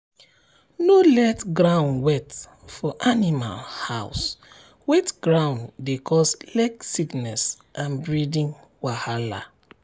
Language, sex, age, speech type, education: Nigerian Pidgin, male, 30-45, spontaneous, tertiary